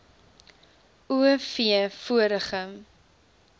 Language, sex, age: Afrikaans, female, 19